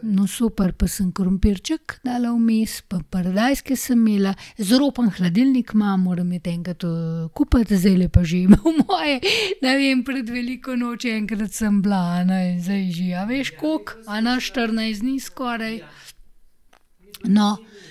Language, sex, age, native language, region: Slovenian, female, 30-49, Slovenian, Gorenjska region